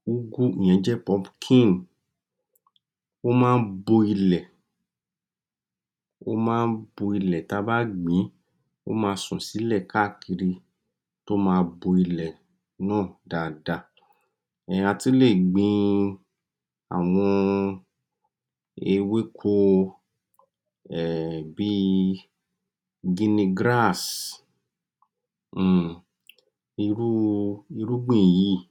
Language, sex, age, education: Yoruba, male, 46-60, tertiary